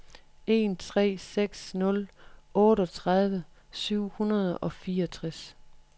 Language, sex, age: Danish, female, 43